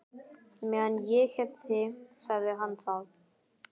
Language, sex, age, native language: Icelandic, male, 11, Icelandic